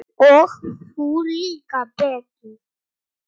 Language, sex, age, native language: Icelandic, male, 9, Polish